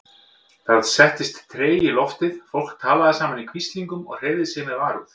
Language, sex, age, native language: Icelandic, male, 50-59, Icelandic